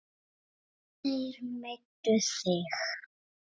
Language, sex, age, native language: Icelandic, male, 7, Icelandic